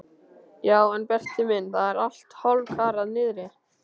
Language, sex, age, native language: Icelandic, male, 13, Icelandic